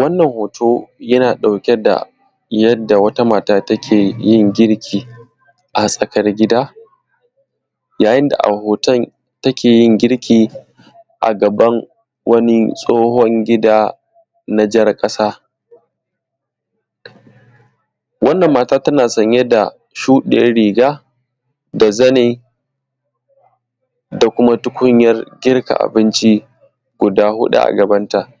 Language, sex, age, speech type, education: Hausa, male, 15-29, spontaneous, tertiary